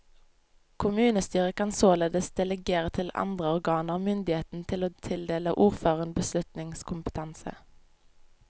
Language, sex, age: Norwegian, female, 25